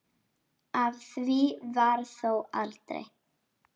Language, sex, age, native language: Icelandic, female, 8, Icelandic